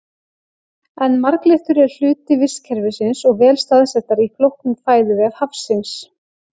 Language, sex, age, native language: Icelandic, female, 40-49, Icelandic